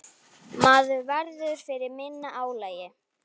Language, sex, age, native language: Icelandic, female, 9, Icelandic